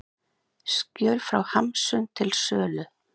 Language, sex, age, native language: Icelandic, other, 30-39, Icelandic